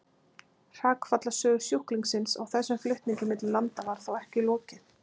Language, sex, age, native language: Icelandic, female, 20-29, Icelandic